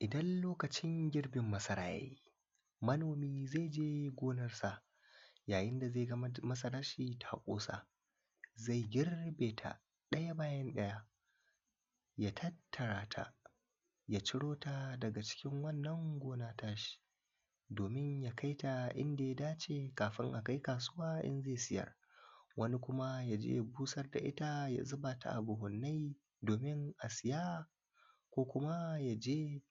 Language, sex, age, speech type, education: Hausa, male, 15-29, spontaneous, primary